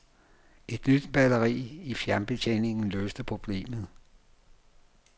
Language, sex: Danish, male